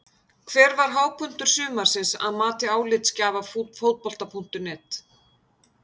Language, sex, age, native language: Icelandic, female, 50-59, Icelandic